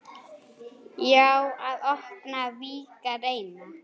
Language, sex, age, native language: Icelandic, female, 8, Icelandic